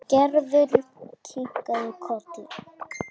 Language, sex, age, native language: Icelandic, female, 10, Icelandic